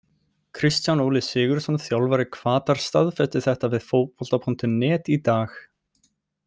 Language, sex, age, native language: Icelandic, male, 18-19, Icelandic